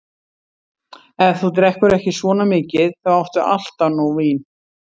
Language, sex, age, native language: Icelandic, female, 60-69, Icelandic